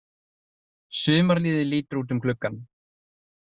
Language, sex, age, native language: Icelandic, male, 30-39, Icelandic